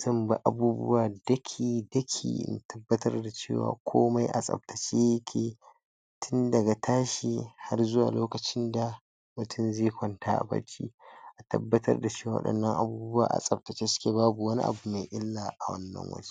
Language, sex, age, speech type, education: Hausa, male, 60+, spontaneous, tertiary